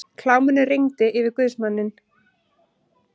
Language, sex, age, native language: Icelandic, female, 30-39, Icelandic